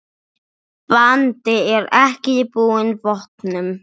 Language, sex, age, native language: Icelandic, female, 7, English